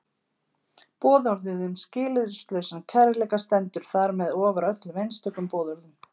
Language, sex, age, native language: Icelandic, female, 50-59, Icelandic